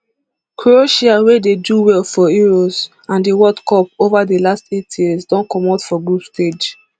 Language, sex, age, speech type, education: Nigerian Pidgin, female, 15-29, spontaneous, tertiary